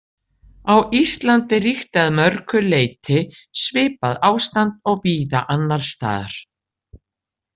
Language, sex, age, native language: Icelandic, female, 60-69, Icelandic